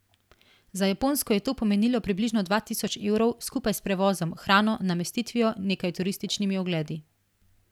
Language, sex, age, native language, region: Slovenian, female, 18-29, Slovenian, Primorsko-notranjska region